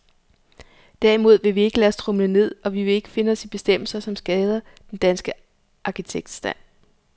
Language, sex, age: Danish, female, 34